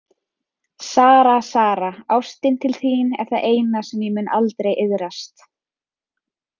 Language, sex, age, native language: Icelandic, female, 30-39, Icelandic